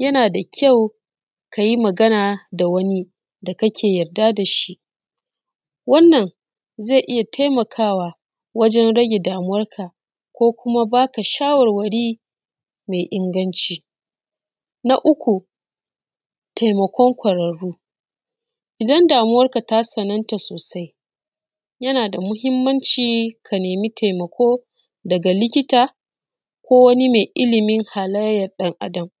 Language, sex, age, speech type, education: Hausa, female, 30-45, spontaneous, secondary